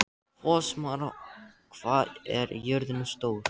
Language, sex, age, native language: Icelandic, male, 13, Icelandic